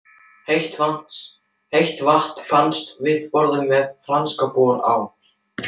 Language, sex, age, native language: Icelandic, male, 12, German